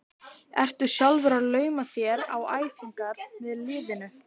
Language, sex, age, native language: Icelandic, female, 12, Icelandic